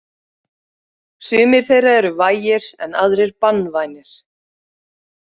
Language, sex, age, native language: Icelandic, female, 40-49, Icelandic